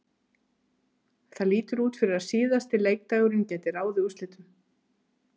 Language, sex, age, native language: Icelandic, female, 30-39, Icelandic